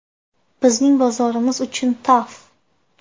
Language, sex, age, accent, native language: Uzbek, female, 18-24, Andijon, Uzbek